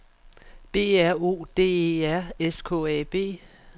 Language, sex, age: Danish, female, 44